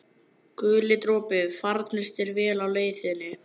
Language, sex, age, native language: Icelandic, male, 11, Icelandic